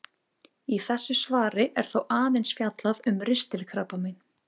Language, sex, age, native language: Icelandic, female, 20-29, Icelandic